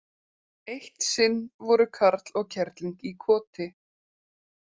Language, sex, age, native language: Icelandic, female, 30-39, Icelandic